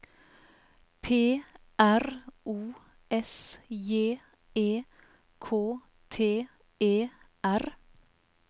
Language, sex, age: Norwegian, female, 44